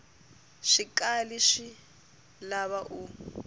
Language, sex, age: Tsonga, female, 24